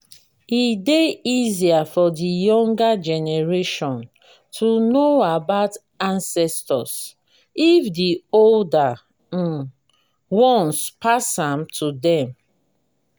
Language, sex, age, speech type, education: Nigerian Pidgin, female, 30-45, spontaneous, tertiary